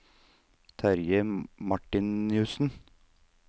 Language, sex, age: Norwegian, male, 39